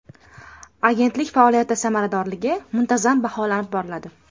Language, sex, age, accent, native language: Uzbek, female, under 19, Toshkent viloyati, Uzbek